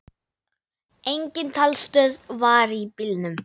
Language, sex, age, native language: Icelandic, male, 9, Icelandic